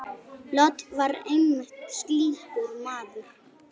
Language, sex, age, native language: Icelandic, female, 8, Icelandic